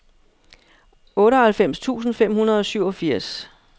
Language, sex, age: Danish, female, 59